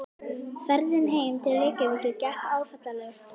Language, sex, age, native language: Icelandic, female, 11, Icelandic